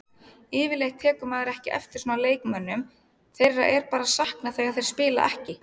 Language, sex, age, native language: Icelandic, female, 30-39, Icelandic